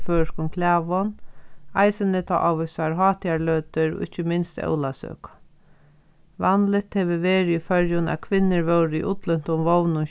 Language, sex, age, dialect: Faroese, female, 36-60, Sandoy